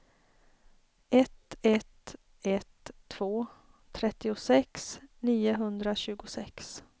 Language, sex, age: Swedish, female, 33